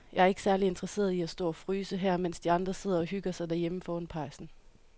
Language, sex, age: Danish, female, 31